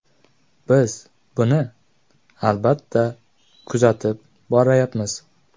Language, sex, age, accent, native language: Uzbek, male, 18-24, Jizzax, Uzbek